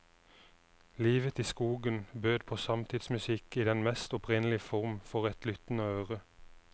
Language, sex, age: Norwegian, male, 29